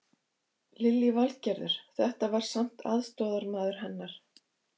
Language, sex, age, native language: Icelandic, female, 50-59, Icelandic